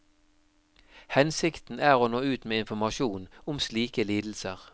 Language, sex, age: Norwegian, male, 52